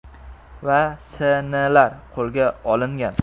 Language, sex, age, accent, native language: Uzbek, male, 18-24, Jizzax, Uzbek